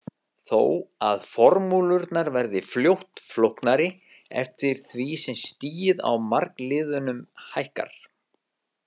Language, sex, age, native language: Icelandic, male, 50-59, Icelandic